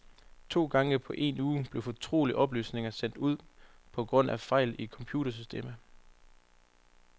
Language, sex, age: Danish, male, 25